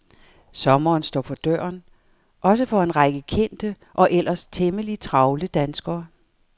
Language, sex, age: Danish, female, 58